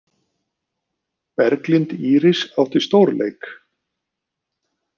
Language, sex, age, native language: Icelandic, male, 50-59, Icelandic